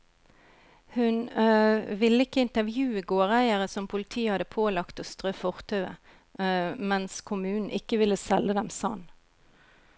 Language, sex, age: Norwegian, female, 41